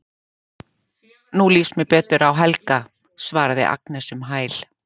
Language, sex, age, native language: Icelandic, female, 50-59, Icelandic